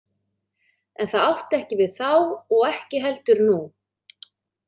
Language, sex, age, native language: Icelandic, female, 30-39, Icelandic